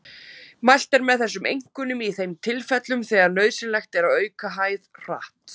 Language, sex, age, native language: Icelandic, female, 30-39, Icelandic